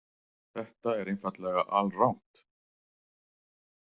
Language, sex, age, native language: Icelandic, male, 40-49, Icelandic